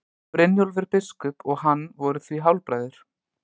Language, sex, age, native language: Icelandic, male, 20-29, Icelandic